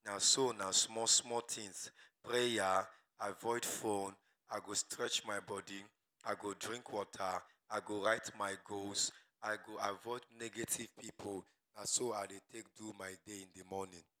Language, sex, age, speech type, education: Nigerian Pidgin, male, 30-45, spontaneous, tertiary